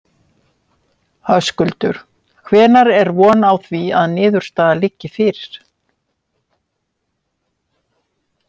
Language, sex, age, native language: Icelandic, female, 50-59, Icelandic